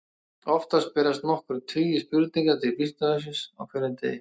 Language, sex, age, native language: Icelandic, male, 30-39, Icelandic